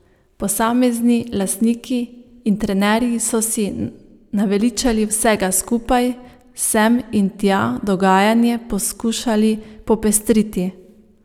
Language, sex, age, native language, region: Slovenian, female, 30-49, Slovenian, Savinja region